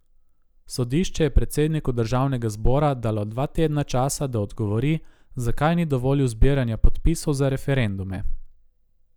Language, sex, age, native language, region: Slovenian, male, 18-29, Slovenian, Gorica region